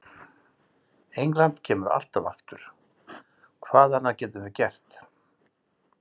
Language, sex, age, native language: Icelandic, male, 60-69, Icelandic